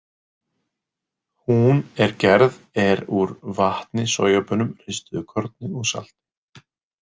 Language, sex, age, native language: Icelandic, male, 20-29, Icelandic